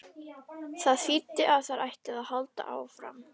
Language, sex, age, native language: Icelandic, female, 11, Icelandic